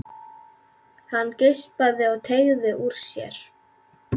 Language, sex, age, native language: Icelandic, female, 11, Icelandic